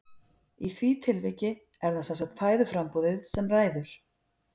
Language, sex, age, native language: Icelandic, female, 50-59, Icelandic